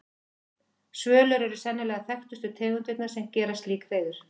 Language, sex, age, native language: Icelandic, female, 50-59, Icelandic